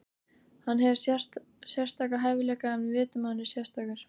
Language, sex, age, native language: Icelandic, female, 18-19, Icelandic